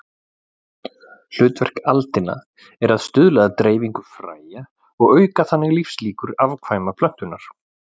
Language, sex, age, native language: Icelandic, male, 40-49, Icelandic